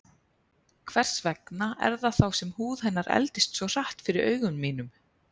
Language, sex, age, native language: Icelandic, female, 30-39, Icelandic